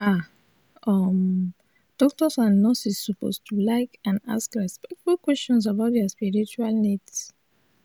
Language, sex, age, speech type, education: Nigerian Pidgin, female, 15-29, spontaneous, tertiary